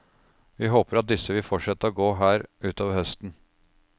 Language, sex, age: Norwegian, male, 36